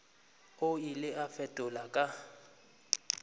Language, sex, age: Northern Sotho, male, 25